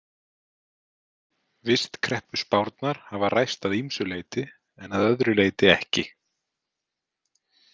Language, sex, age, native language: Icelandic, male, 30-39, Icelandic